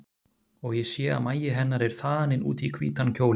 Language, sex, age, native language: Icelandic, male, 30-39, Icelandic